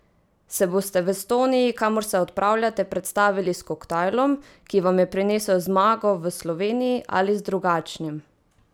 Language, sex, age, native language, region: Slovenian, female, 18-29, Slovenian, Savinja region